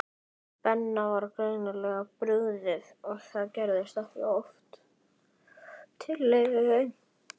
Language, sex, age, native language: Icelandic, male, 11, Icelandic